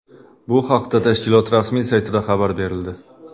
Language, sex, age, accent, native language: Uzbek, male, 25-34, Qashqadaryo, Uzbek